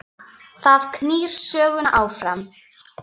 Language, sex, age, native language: Icelandic, female, 9, Icelandic